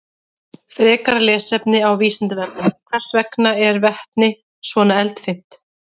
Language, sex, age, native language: Icelandic, female, 30-39, Icelandic